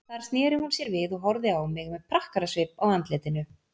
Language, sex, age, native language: Icelandic, female, 40-49, Icelandic